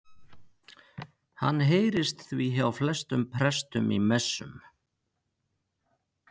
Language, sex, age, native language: Icelandic, male, 50-59, Icelandic